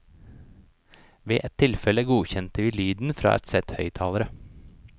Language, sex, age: Norwegian, male, 29